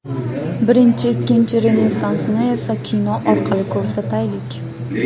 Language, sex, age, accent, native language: Uzbek, female, 18-24, Farg'ona, Uzbek